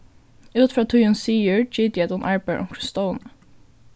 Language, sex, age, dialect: Faroese, female, 15-35, Suðurstreymoy